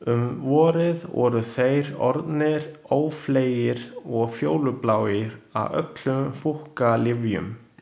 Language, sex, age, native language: Icelandic, male, 20-29, Chinese